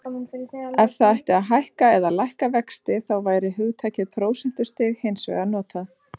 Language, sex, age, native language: Icelandic, female, 30-39, Icelandic